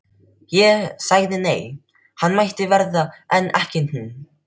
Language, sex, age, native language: Icelandic, male, 12, Filipino